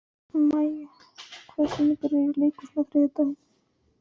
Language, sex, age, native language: Icelandic, female, 14, Icelandic